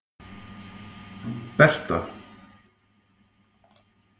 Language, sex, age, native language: Icelandic, male, 50-59, Icelandic